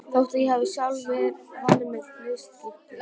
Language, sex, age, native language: Icelandic, female, 12, Icelandic